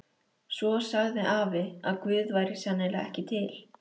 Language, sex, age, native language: Icelandic, female, 13, Icelandic